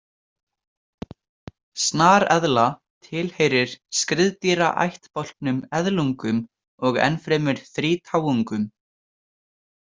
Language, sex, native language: Icelandic, male, Icelandic